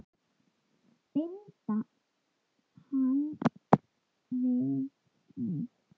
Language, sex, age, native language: Icelandic, female, 9, Icelandic